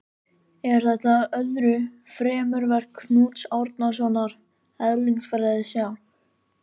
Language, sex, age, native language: Icelandic, male, 13, Icelandic